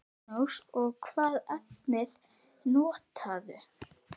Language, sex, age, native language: Icelandic, female, 8, Icelandic